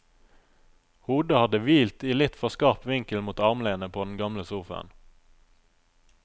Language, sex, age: Norwegian, male, 27